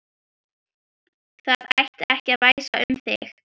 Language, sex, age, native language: Icelandic, female, 12, Icelandic